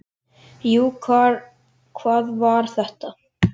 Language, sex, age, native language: Icelandic, male, 10, Icelandic